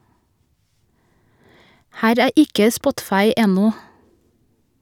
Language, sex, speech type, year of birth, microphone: Norwegian, female, read, 1982, Shure